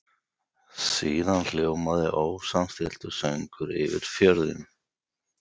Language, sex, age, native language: Icelandic, male, 50-59, Icelandic